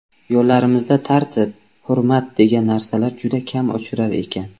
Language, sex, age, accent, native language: Uzbek, male, 25-34, Samarqand, Uzbek